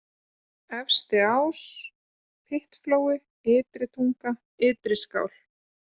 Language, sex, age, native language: Icelandic, female, 30-39, Icelandic